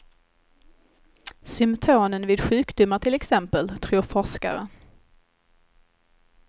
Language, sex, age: Swedish, female, 21